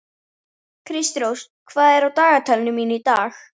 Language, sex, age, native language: Icelandic, female, 13, Icelandic